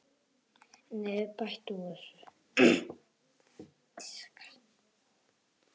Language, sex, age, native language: Icelandic, male, 6, Icelandic